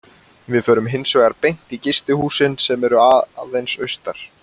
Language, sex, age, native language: Icelandic, male, 20-29, Icelandic